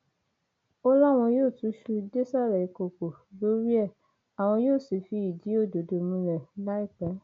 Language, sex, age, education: Yoruba, female, 30-45, tertiary